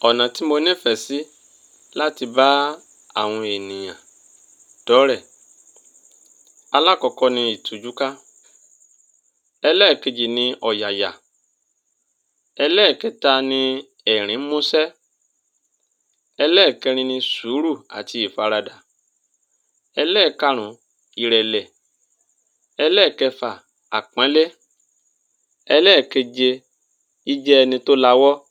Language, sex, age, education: Yoruba, male, 30-45, tertiary